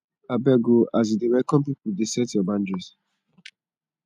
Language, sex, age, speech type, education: Nigerian Pidgin, male, 15-29, spontaneous, tertiary